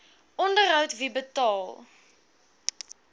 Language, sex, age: Afrikaans, female, 21